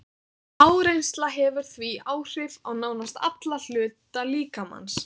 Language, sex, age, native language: Icelandic, female, 18-19, Icelandic